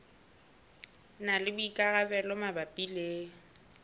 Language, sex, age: Southern Sotho, female, 22